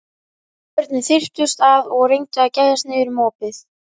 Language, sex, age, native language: Icelandic, female, 11, Icelandic